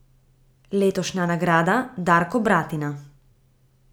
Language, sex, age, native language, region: Slovenian, female, 18-29, Slovenian, Gorica region